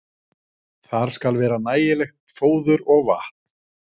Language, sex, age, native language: Icelandic, male, 40-49, Icelandic